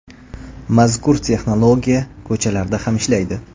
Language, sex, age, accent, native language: Uzbek, male, 25-34, Toshkent viloyati, Uzbek